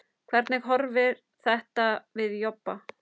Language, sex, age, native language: Icelandic, female, 10, Icelandic